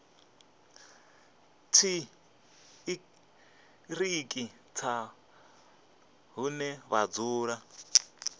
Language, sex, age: Venda, male, 25